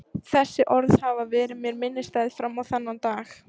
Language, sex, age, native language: Icelandic, female, 14, Icelandic